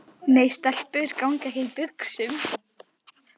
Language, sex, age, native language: Icelandic, female, 12, Icelandic